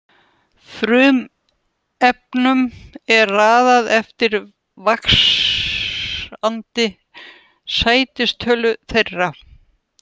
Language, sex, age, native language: Icelandic, female, 70-79, Russian